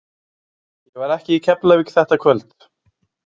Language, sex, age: Icelandic, male, 20-29